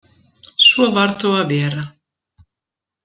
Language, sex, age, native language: Icelandic, female, 70-79, Icelandic